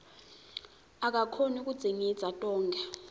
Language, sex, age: Swati, female, 20